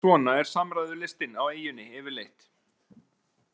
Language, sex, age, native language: Icelandic, male, 40-49, Icelandic